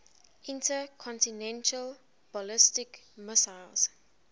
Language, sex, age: English, female, 20